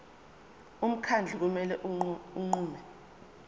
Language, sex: Zulu, female